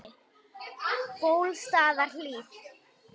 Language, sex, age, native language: Icelandic, female, 18-19, Icelandic